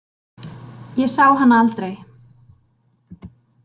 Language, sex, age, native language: Icelandic, female, 30-39, Icelandic